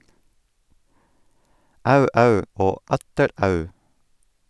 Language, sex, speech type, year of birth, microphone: Norwegian, male, read, 1984, Sennheiser